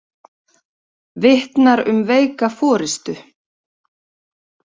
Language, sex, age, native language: Icelandic, female, 30-39, Icelandic